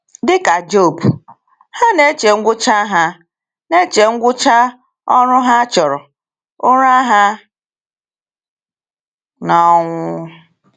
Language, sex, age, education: Igbo, female, 30-45, tertiary